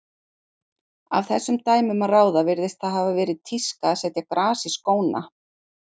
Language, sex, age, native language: Icelandic, female, 40-49, Icelandic